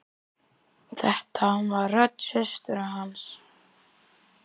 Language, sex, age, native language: Icelandic, male, 10, Icelandic